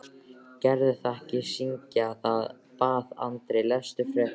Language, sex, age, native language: Icelandic, male, 13, Icelandic